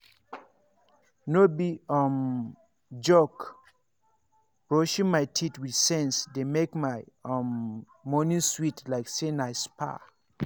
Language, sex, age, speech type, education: Nigerian Pidgin, male, 30-45, spontaneous, tertiary